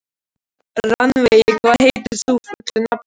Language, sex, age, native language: Icelandic, male, 12, Icelandic